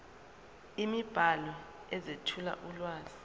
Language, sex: Zulu, female